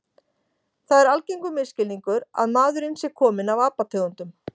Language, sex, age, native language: Icelandic, female, 40-49, Icelandic